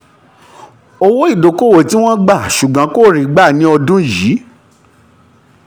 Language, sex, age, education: Yoruba, male, 30-45, tertiary